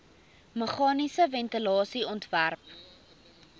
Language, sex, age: Afrikaans, female, 19